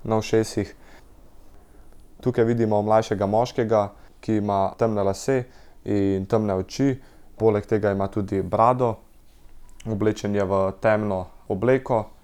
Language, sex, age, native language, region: Slovenian, male, 18-29, Slovenian, Central Slovenia